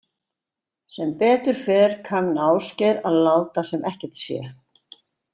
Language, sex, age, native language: Icelandic, female, 60-69, Icelandic